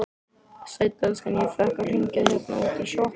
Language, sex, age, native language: Icelandic, male, 13, Icelandic